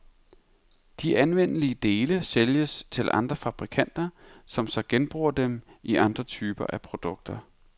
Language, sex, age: Danish, male, 31